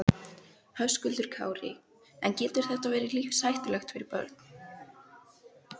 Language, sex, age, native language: Icelandic, female, 11, Icelandic